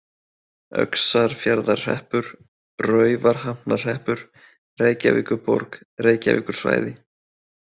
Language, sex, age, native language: Icelandic, male, 20-29, Icelandic